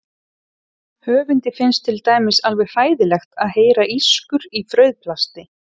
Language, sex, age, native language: Icelandic, female, 30-39, Icelandic